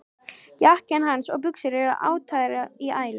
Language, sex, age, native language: Icelandic, female, 13, Icelandic